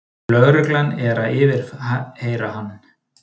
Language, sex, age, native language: Icelandic, male, 30-39, Icelandic